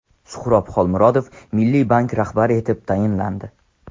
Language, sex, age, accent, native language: Uzbek, male, under 19, Andijon, Tajik